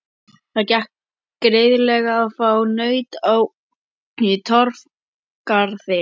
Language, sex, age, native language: Icelandic, male, 12, Icelandic